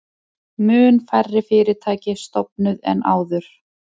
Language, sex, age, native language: Icelandic, female, 30-39, Icelandic